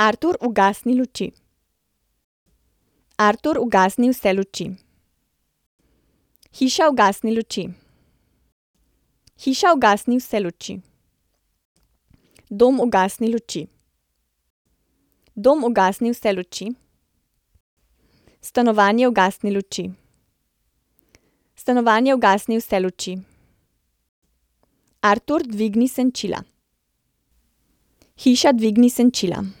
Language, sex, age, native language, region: Slovenian, female, 30-49, Slovenian, Central Slovenia